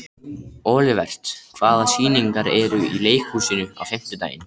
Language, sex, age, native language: Icelandic, male, 13, Icelandic